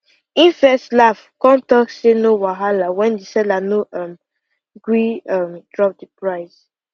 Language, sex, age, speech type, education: Nigerian Pidgin, female, 15-29, spontaneous, secondary